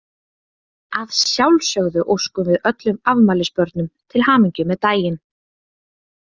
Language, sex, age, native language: Icelandic, female, 20-29, Icelandic